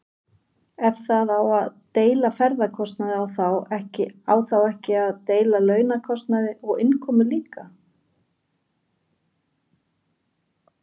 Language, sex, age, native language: Icelandic, female, 40-49, Icelandic